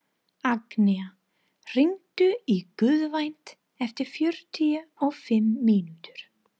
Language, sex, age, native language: Icelandic, female, 30-39, English